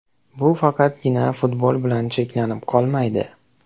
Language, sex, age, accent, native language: Uzbek, male, 18-24, Andijon, Uzbek